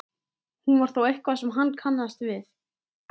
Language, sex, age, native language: Icelandic, female, 13, Icelandic